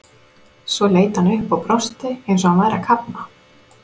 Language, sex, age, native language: Icelandic, female, 30-39, Icelandic